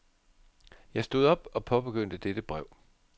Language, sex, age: Danish, male, 51